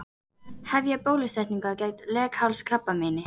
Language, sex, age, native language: Icelandic, female, 18-19, Icelandic